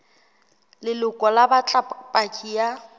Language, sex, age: Southern Sotho, female, 21